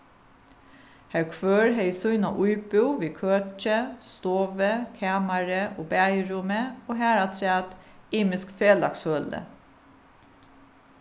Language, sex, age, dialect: Faroese, female, 36-60, Suðuroy